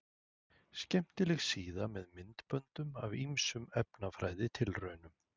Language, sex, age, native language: Icelandic, male, 40-49, Icelandic